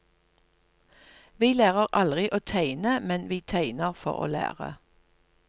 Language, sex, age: Norwegian, female, 57